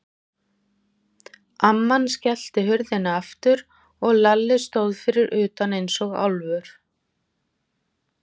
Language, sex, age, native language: Icelandic, female, 40-49, Icelandic